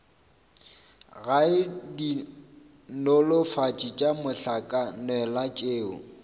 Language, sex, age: Northern Sotho, male, 26